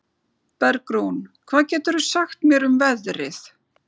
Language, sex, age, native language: Icelandic, female, 40-49, Icelandic